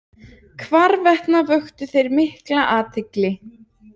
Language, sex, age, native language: Icelandic, female, 20-29, Icelandic